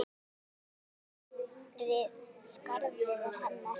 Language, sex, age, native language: Icelandic, female, 9, Icelandic